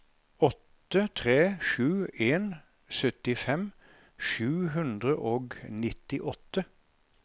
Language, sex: Norwegian, male